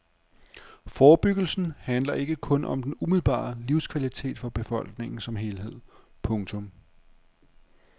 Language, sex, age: Danish, male, 35